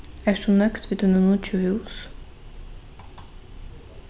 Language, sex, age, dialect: Faroese, female, 15-35, Norðurstreymoy/Eysturoy